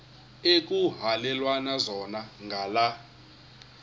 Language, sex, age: Xhosa, male, 21